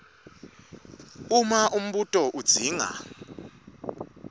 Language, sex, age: Swati, male, 25